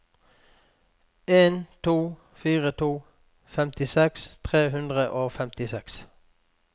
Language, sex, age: Norwegian, male, 46